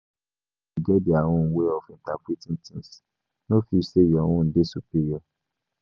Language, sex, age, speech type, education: Nigerian Pidgin, male, 15-29, spontaneous, tertiary